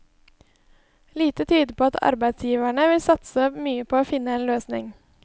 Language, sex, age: Norwegian, female, 20